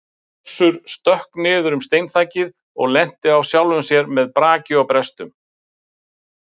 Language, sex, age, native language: Icelandic, male, 50-59, Icelandic